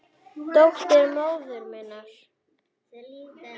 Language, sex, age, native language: Icelandic, female, 9, Icelandic